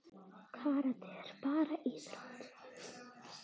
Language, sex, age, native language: Icelandic, female, 9, Icelandic